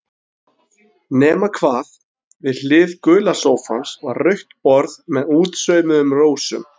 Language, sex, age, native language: Icelandic, male, 30-39, Icelandic